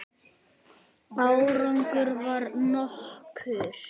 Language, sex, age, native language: Icelandic, male, 9, Icelandic